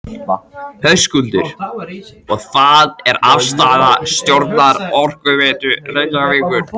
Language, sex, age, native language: Icelandic, male, 14, Icelandic